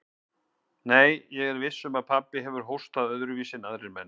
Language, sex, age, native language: Icelandic, male, 50-59, Icelandic